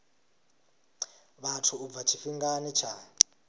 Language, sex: Venda, male